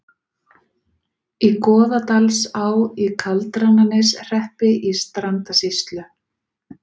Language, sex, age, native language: Icelandic, female, 40-49, Icelandic